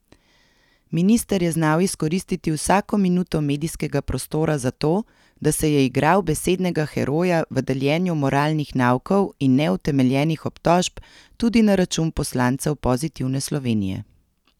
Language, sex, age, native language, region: Slovenian, female, 30-49, Slovenian, Central Slovenia